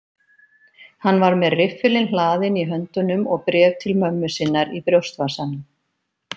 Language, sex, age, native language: Icelandic, female, 50-59, Icelandic